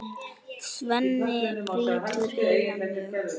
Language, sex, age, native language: Icelandic, female, 9, Icelandic